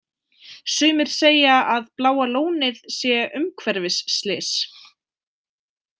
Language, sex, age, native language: Icelandic, female, 20-29, Icelandic